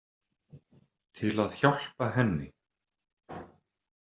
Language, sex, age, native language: Icelandic, male, 30-39, Icelandic